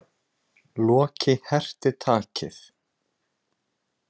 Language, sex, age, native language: Icelandic, male, 20-29, Icelandic